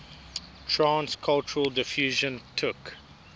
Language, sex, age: English, male, 22